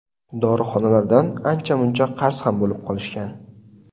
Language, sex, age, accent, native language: Uzbek, male, 18-24, Sirdaryo, Uzbek